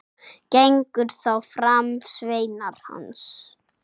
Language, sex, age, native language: Icelandic, male, 6, Icelandic